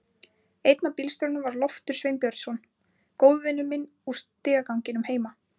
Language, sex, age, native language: Icelandic, female, 20-29, Icelandic